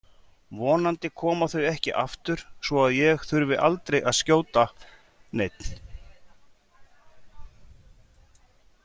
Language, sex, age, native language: Icelandic, male, 40-49, Icelandic